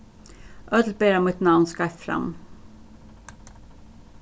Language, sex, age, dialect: Faroese, female, 36-60, Suðurstreymoy